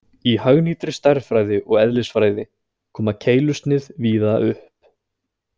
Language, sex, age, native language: Icelandic, male, 20-29, Icelandic